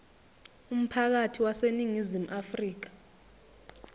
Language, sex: Zulu, female